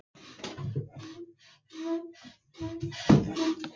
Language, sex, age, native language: Icelandic, other, 11, Icelandic